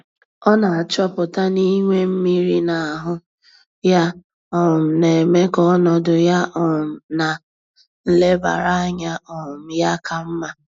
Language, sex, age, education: Igbo, female, 15-29, tertiary